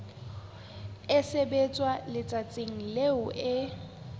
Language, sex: Southern Sotho, female